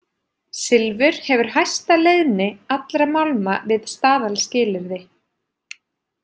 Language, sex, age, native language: Icelandic, female, 30-39, Icelandic